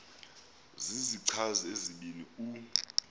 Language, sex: Xhosa, male